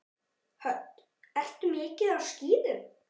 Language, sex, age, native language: Icelandic, male, 9, Icelandic